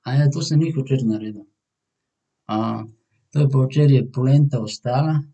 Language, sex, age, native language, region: Slovenian, male, 18-29, Slovenian, Central Slovenia